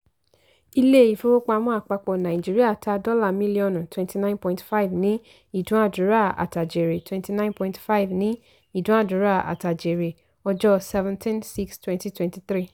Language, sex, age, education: Yoruba, female, 15-29, tertiary